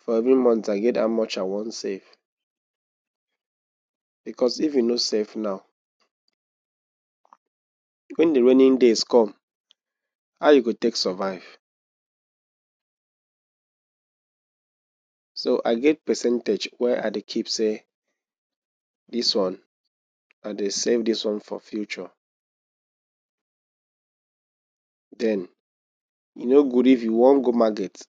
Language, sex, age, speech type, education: Nigerian Pidgin, male, 15-29, spontaneous, tertiary